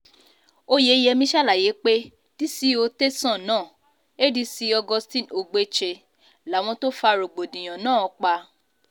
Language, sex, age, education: Yoruba, female, 15-29, tertiary